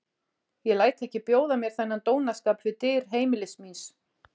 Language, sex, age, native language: Icelandic, female, 40-49, Icelandic